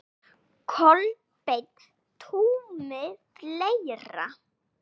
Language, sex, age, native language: Icelandic, female, 8, Icelandic